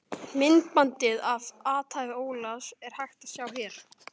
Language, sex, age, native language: Icelandic, male, 18-19, Icelandic